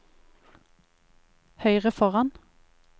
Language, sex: Norwegian, female